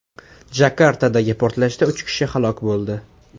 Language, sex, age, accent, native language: Uzbek, male, 18-24, Farg'ona, Uzbek